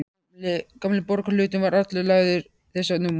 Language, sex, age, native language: Icelandic, male, 13, Icelandic